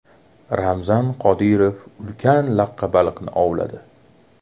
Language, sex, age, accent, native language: Uzbek, male, 18-24, Toshkent shahri, Uzbek